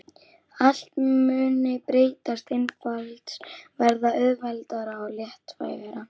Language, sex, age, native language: Icelandic, female, 11, Icelandic